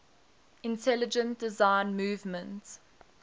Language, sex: English, female